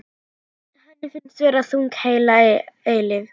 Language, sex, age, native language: Icelandic, female, 11, Icelandic